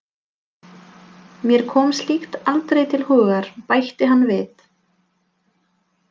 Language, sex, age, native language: Icelandic, female, 20-29, Polish